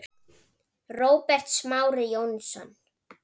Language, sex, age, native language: Icelandic, female, 9, Icelandic